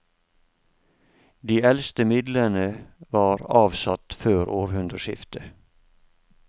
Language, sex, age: Norwegian, male, 47